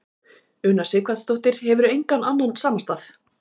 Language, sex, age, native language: Icelandic, female, 40-49, Icelandic